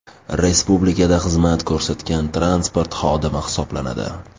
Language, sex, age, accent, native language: Uzbek, male, 25-34, Toshkent shahri, Uzbek